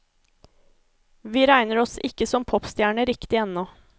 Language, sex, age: Norwegian, female, 24